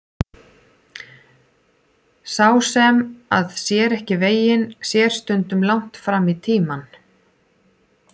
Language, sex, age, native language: Icelandic, female, 40-49, Icelandic